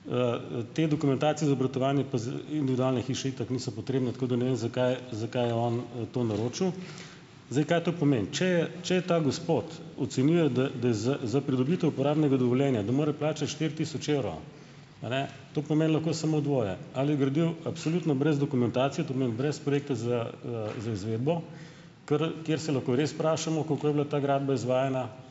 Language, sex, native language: Slovenian, male, Slovenian